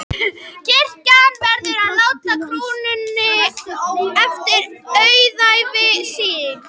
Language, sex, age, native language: Icelandic, female, 11, Icelandic